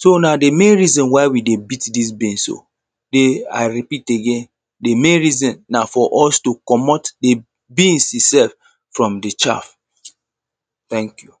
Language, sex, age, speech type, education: Nigerian Pidgin, male, 30-45, spontaneous, tertiary